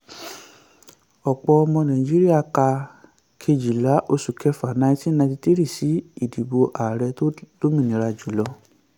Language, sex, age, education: Yoruba, male, 15-29, tertiary